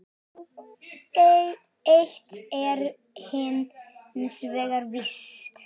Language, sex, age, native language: Icelandic, male, 8, Icelandic